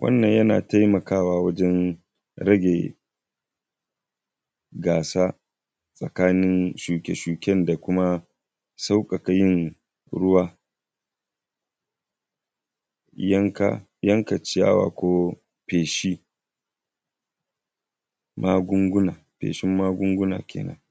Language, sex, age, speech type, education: Hausa, male, 15-29, spontaneous, primary